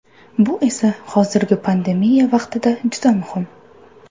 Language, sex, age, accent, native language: Uzbek, female, 18-24, Surxondaryo, Uzbek